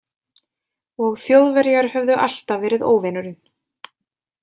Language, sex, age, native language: Icelandic, female, 20-29, Icelandic